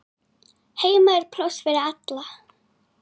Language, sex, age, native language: Icelandic, female, 9, Icelandic